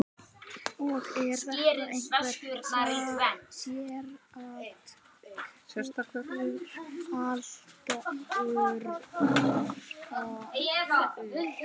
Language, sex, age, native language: Icelandic, male, 18-19, Icelandic